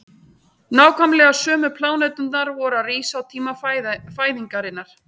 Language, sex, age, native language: Icelandic, female, 30-39, Icelandic